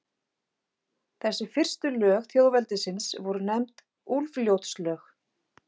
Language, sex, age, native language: Icelandic, female, 40-49, Icelandic